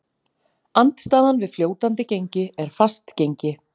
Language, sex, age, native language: Icelandic, female, 40-49, Icelandic